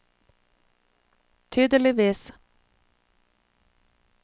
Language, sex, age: Norwegian, female, 46